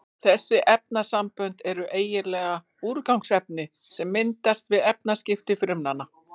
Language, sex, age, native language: Icelandic, female, 40-49, Icelandic